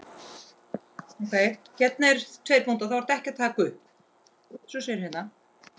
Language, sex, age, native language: Icelandic, female, 10, Icelandic